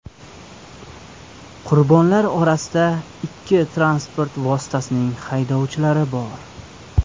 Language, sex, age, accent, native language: Uzbek, male, 25-34, Surxondaryo, Uzbek